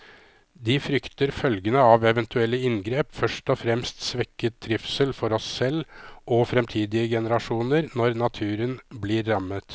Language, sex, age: Norwegian, male, 53